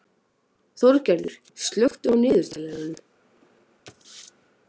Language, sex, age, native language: Icelandic, male, 18-19, Icelandic